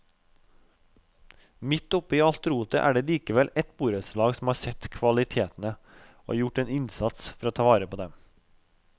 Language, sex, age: Norwegian, male, 32